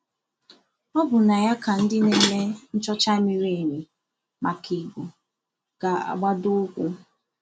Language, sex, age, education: Igbo, female, 15-29, tertiary